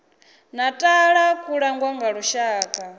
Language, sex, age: Venda, female, 24